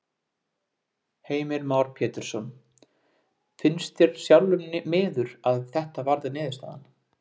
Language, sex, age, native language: Icelandic, male, 20-29, Icelandic